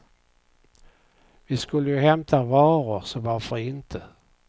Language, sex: Swedish, male